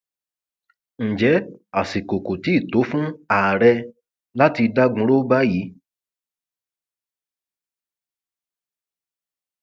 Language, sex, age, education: Yoruba, male, 30-45, tertiary